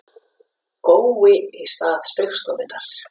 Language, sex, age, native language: Icelandic, female, 50-59, Icelandic